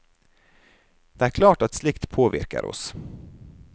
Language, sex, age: Norwegian, male, 30